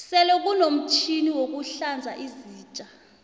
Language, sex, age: South Ndebele, female, 26